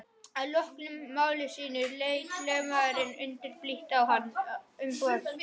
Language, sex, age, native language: Icelandic, other, 12, Icelandic